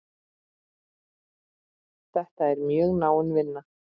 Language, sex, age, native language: Icelandic, female, 8, Icelandic